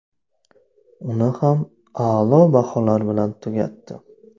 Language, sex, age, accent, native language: Uzbek, male, 25-34, Navoiy, Uzbek